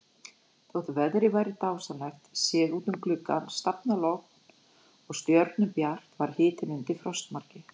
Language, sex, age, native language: Icelandic, female, 40-49, Icelandic